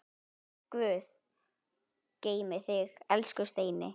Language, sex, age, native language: Icelandic, male, 10, Icelandic